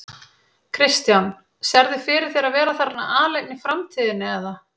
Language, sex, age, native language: Icelandic, female, 30-39, Icelandic